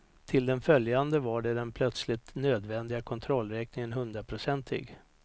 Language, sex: Swedish, male